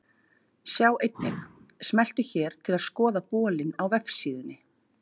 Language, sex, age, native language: Icelandic, female, 30-39, Icelandic